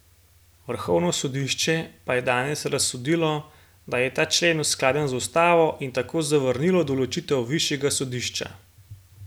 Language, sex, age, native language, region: Slovenian, male, 18-29, Slovenian, Gorenjska region